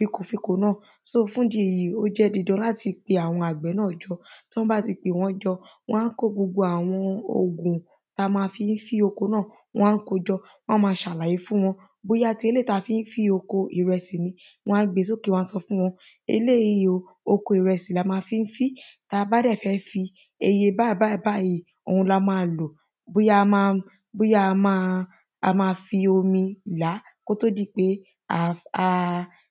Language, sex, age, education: Yoruba, female, 15-29, secondary